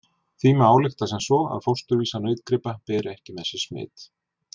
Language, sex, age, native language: Icelandic, male, 40-49, Icelandic